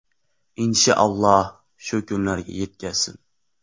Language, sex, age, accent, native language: Uzbek, male, 18-24, Samarqand, Uzbek